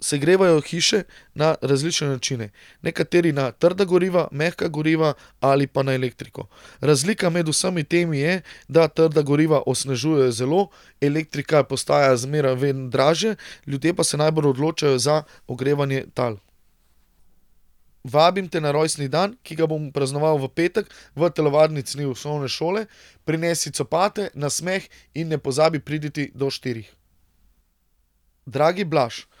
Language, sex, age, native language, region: Slovenian, male, 30-49, Slovenian, Central Slovenia